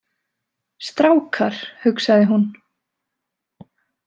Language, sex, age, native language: Icelandic, female, 20-29, Icelandic